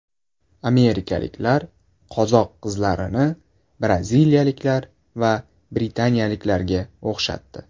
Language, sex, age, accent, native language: Uzbek, male, 18-24, Buxoro, Uzbek